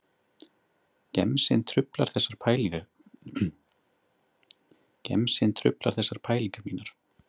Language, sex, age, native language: Icelandic, male, 30-39, Icelandic